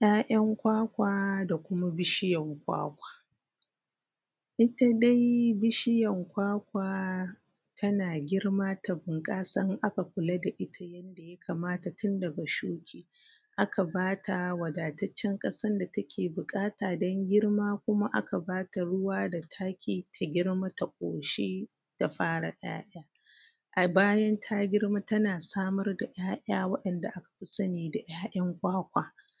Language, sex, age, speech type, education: Hausa, female, 30-45, spontaneous, primary